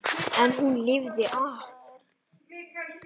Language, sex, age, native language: Icelandic, male, 10, Icelandic